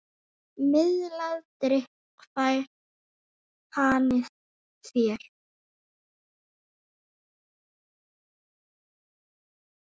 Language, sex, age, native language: Icelandic, female, 9, Icelandic